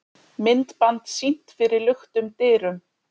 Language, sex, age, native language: Icelandic, female, 30-39, Icelandic